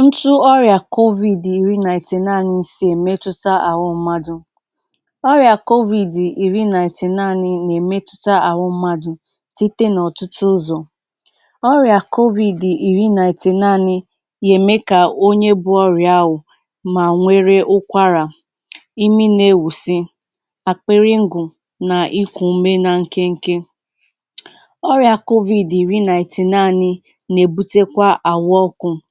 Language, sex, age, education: Igbo, female, 15-29, tertiary